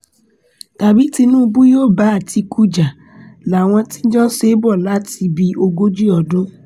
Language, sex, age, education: Yoruba, female, 15-29, tertiary